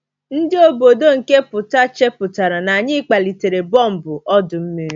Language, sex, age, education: Igbo, female, 30-45, tertiary